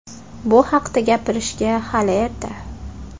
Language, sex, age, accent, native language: Uzbek, female, 18-24, Toshkent shahri, Uzbek